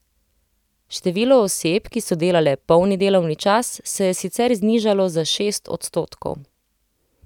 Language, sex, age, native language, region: Slovenian, female, 30-49, Slovenian, Central Slovenia